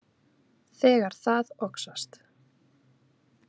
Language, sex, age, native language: Icelandic, female, 20-29, Icelandic